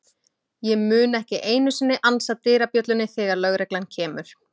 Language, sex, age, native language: Icelandic, female, 20-29, Icelandic